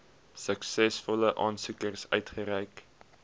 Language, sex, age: Afrikaans, male, 21